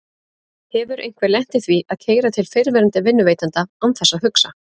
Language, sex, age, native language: Icelandic, female, 30-39, Icelandic